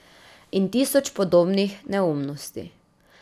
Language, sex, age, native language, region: Slovenian, female, 30-49, Slovenian, Drava region